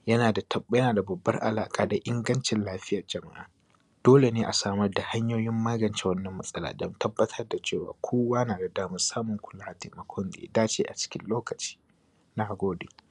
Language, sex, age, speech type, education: Hausa, male, 15-29, spontaneous, primary